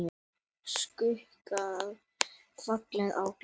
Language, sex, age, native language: Icelandic, male, 9, Icelandic